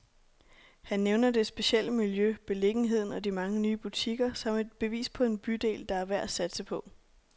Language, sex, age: Danish, female, 26